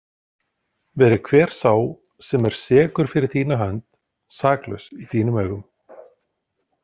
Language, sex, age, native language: Icelandic, male, 40-49, Icelandic